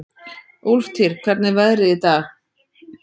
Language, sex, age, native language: Icelandic, female, 30-39, Icelandic